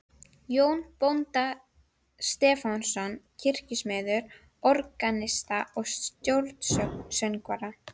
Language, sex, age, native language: Icelandic, female, 12, Icelandic